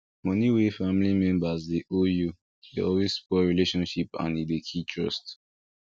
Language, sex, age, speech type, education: Nigerian Pidgin, male, 15-29, spontaneous, tertiary